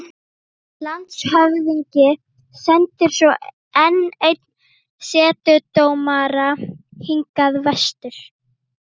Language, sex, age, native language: Icelandic, female, 12, Icelandic